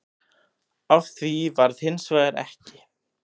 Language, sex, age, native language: Icelandic, male, 18-19, Icelandic